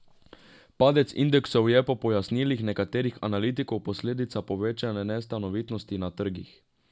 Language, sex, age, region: Slovenian, male, 18-29, Drava region